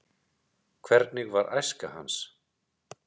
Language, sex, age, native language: Icelandic, male, 30-39, Icelandic